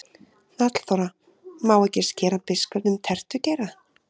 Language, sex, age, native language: Icelandic, female, 30-39, Icelandic